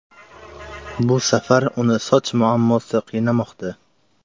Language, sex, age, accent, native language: Uzbek, male, 18-24, Surxondaryo, Uzbek